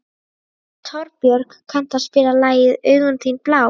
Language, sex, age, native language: Icelandic, female, 30-39, Icelandic